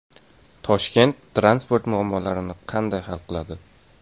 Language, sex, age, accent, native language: Uzbek, male, 18-24, Toshkent shahri, Uzbek